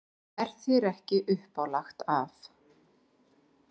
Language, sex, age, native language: Icelandic, female, 40-49, Icelandic